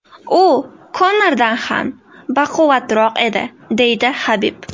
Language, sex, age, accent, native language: Uzbek, female, 18-24, Namangan, Uzbek